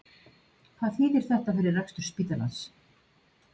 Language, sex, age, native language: Icelandic, female, 50-59, Icelandic